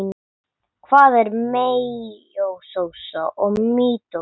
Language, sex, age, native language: Icelandic, male, 9, English